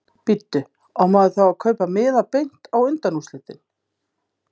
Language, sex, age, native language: Icelandic, female, 50-59, Icelandic